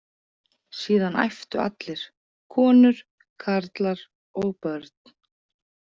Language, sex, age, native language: Icelandic, female, 40-49, Icelandic